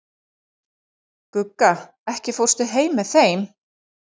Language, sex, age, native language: Icelandic, female, 40-49, Icelandic